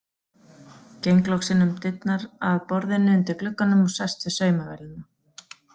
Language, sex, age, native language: Icelandic, female, 40-49, Icelandic